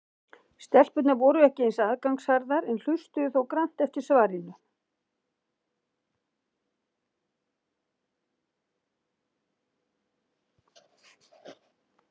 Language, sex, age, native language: Icelandic, female, 60-69, Icelandic